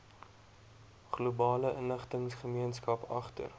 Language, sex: Afrikaans, male